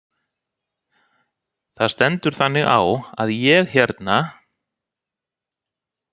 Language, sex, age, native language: Icelandic, male, 60-69, Icelandic